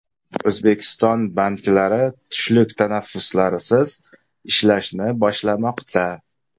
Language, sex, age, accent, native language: Uzbek, male, 25-34, Samarqand, Uzbek